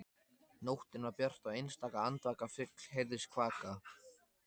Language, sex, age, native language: Icelandic, male, 14, Icelandic